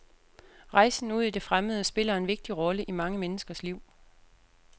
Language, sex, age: Danish, female, 36